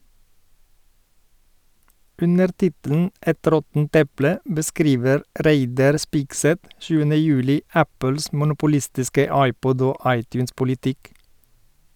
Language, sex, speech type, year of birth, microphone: Norwegian, male, read, 1972, Sennheiser